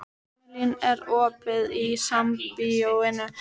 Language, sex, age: Icelandic, female, 12